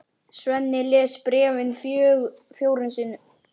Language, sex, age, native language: Icelandic, male, 9, Icelandic